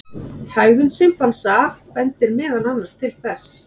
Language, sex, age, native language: Icelandic, female, 30-39, Icelandic